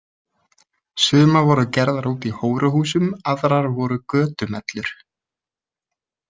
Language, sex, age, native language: Icelandic, male, 20-29, Icelandic